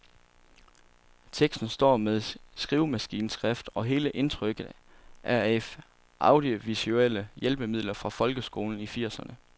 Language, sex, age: Danish, male, 27